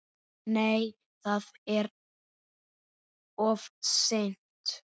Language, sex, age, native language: Icelandic, male, 7, Icelandic